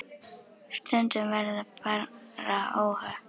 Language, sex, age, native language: Icelandic, female, 10, Icelandic